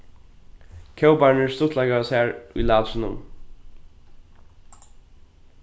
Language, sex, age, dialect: Faroese, male, 15-35, Norðuroyggjar